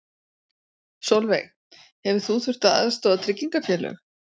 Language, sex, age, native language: Icelandic, female, 40-49, Icelandic